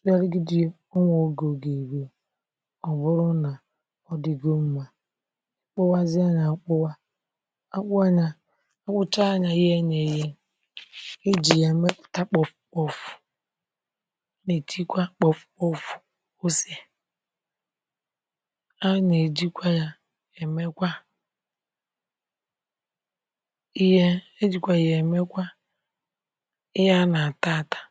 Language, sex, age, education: Igbo, female, 30-45, tertiary